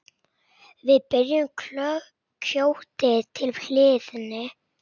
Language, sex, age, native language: Icelandic, male, 8, Icelandic